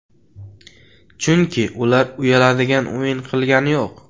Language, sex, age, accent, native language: Uzbek, male, 18-24, Qashqadaryo, Uzbek